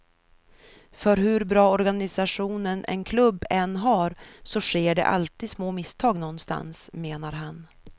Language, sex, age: Swedish, female, 33